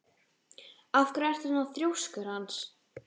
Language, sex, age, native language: Icelandic, female, 12, Icelandic